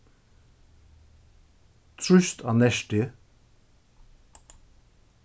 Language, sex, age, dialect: Faroese, male, 61+, Suðuroy